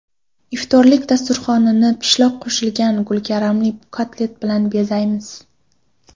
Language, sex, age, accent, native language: Uzbek, female, 18-24, Qoraqalpog'iston, Karakalpak